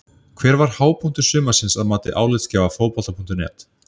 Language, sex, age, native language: Icelandic, male, 30-39, Icelandic